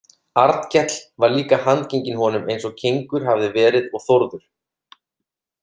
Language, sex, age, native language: Icelandic, male, 30-39, Icelandic